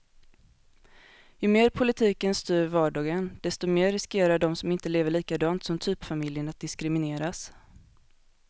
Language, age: Swedish, 21